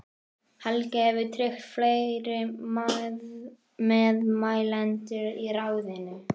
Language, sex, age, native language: Icelandic, male, 11, Icelandic